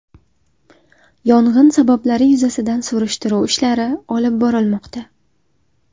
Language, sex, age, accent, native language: Uzbek, female, 19-29, Sirdaryo, Uzbek